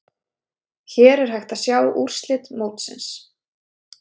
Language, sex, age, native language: Icelandic, female, 30-39, Icelandic